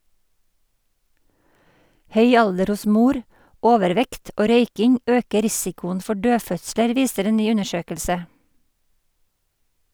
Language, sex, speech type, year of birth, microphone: Norwegian, female, read, 1958, Sennheiser